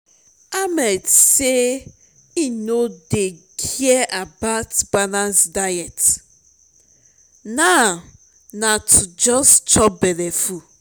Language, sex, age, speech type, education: Nigerian Pidgin, female, 30-45, spontaneous, tertiary